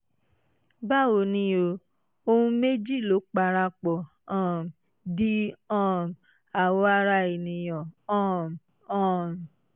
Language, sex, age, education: Yoruba, female, 15-29, tertiary